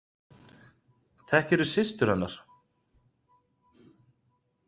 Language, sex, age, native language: Icelandic, male, 30-39, Icelandic